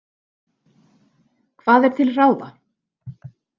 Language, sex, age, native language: Icelandic, female, 40-49, Icelandic